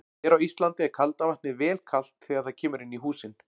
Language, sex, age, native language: Icelandic, male, 40-49, Icelandic